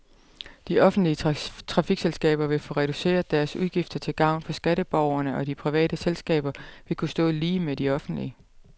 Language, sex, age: Danish, female, 32